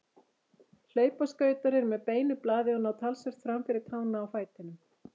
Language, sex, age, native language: Icelandic, female, 50-59, Icelandic